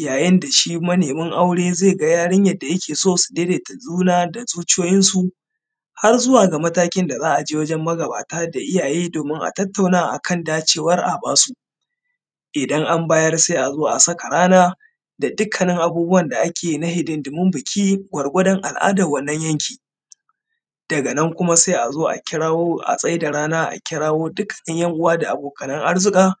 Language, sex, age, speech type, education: Hausa, male, 30-45, spontaneous, tertiary